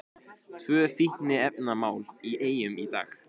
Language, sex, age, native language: Icelandic, male, 16, Icelandic